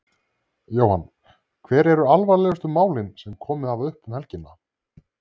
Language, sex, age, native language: Icelandic, male, 30-39, Icelandic